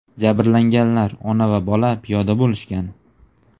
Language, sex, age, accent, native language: Uzbek, male, 19-29, Namangan, Uzbek